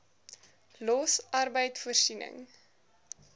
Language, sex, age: Afrikaans, female, 19